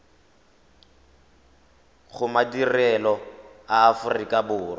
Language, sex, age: Tswana, male, 25